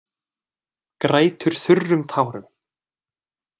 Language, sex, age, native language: Icelandic, male, 20-29, Icelandic